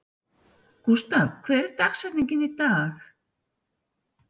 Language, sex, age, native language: Icelandic, female, 60-69, Icelandic